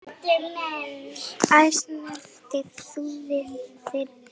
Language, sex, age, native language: Icelandic, female, 8, Icelandic